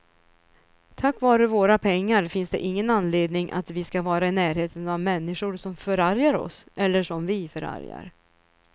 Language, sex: Swedish, female